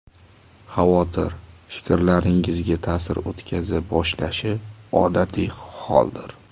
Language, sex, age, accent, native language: Uzbek, male, 18-24, Toshkent shahri, Uzbek